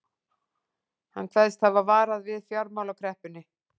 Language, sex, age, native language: Icelandic, female, 40-49, Icelandic